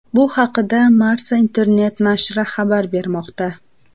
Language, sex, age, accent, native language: Uzbek, female, 18-24, Namangan, Uzbek